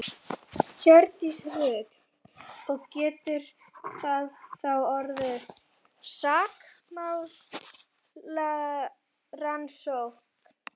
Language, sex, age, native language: Icelandic, female, 11, Icelandic